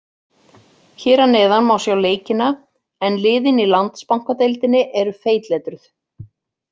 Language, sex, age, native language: Icelandic, female, 40-49, Icelandic